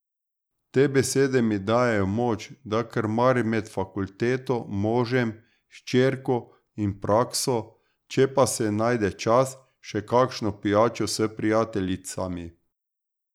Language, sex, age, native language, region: Slovenian, male, 30-49, Slovenian, Drava region